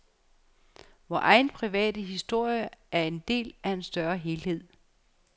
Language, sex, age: Danish, female, 49